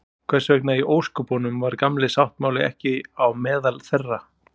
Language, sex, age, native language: Icelandic, male, 40-49, Icelandic